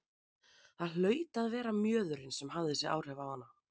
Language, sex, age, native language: Icelandic, female, 30-39, Icelandic